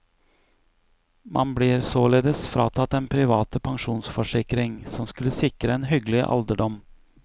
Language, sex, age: Norwegian, male, 41